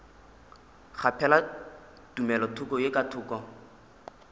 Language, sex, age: Northern Sotho, male, 21